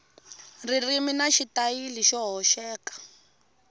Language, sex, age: Tsonga, female, 19